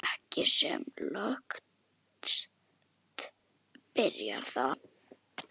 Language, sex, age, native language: Icelandic, male, 10, Icelandic